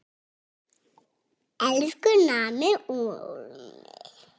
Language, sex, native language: Icelandic, female, Icelandic